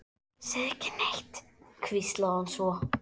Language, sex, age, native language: Icelandic, female, 12, Icelandic